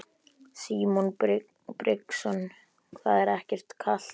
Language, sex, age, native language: Icelandic, male, 11, Icelandic